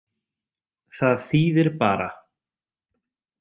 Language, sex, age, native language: Icelandic, male, 30-39, Icelandic